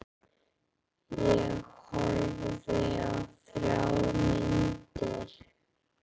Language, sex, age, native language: Icelandic, female, 13, Icelandic